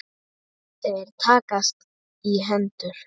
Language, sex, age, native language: Icelandic, female, 9, Icelandic